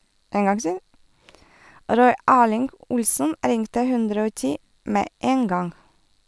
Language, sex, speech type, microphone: Norwegian, female, read, Sennheiser